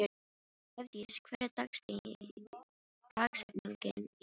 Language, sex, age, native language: Icelandic, female, 18-19, Filipino